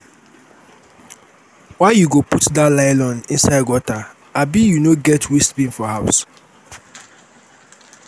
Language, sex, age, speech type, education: Nigerian Pidgin, male, 30-45, spontaneous, tertiary